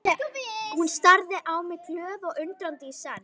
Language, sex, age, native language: Icelandic, female, 11, Icelandic